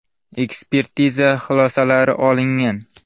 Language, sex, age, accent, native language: Uzbek, male, 12-17, Navoiy, Uzbek